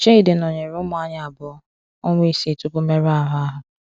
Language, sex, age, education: Igbo, female, 15-29, secondary